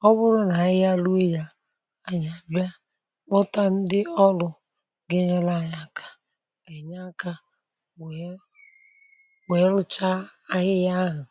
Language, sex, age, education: Igbo, male, 30-45, tertiary